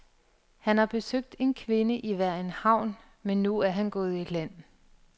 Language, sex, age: Danish, female, 42